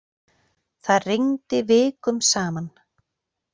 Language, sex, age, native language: Icelandic, female, 40-49, Icelandic